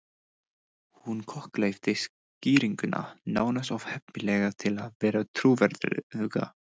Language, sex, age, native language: Icelandic, male, 20-29, English